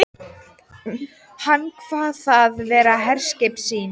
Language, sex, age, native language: Icelandic, female, 14, Icelandic